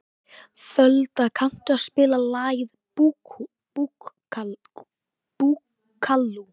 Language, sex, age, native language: Icelandic, male, 18-19, Icelandic